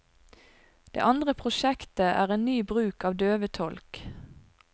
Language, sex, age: Norwegian, female, 42